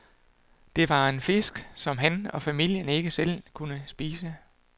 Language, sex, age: Danish, male, 48